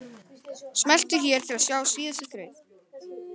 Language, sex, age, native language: Icelandic, male, 18-19, Icelandic